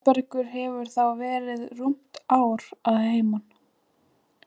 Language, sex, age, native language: Icelandic, female, 20-29, Icelandic